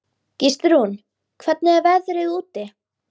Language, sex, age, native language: Icelandic, female, 12, Icelandic